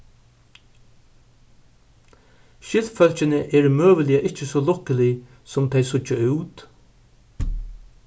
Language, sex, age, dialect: Faroese, male, 61+, Suðurstreymoy